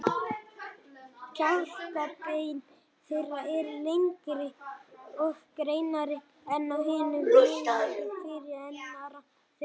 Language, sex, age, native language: Icelandic, male, 18-19, Icelandic